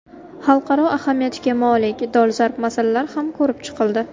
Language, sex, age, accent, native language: Uzbek, female, 19-29, Navoiy, Uzbek